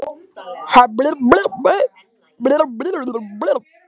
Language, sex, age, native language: Icelandic, male, 12, Icelandic